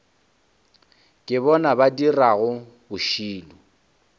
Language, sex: Northern Sotho, male